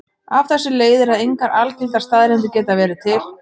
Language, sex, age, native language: Icelandic, female, 30-39, Icelandic